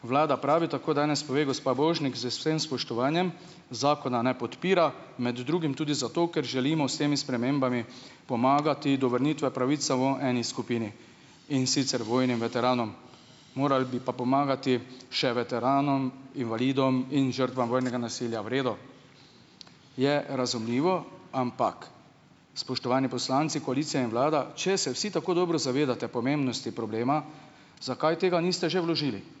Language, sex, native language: Slovenian, male, Slovenian